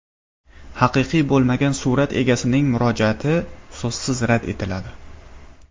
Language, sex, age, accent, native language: Uzbek, male, 19-29, Samarqand, Uzbek